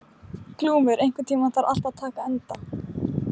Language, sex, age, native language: Icelandic, female, 15, Icelandic